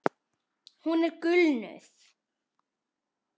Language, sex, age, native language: Icelandic, female, 9, Icelandic